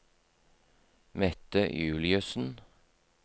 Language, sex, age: Norwegian, male, 43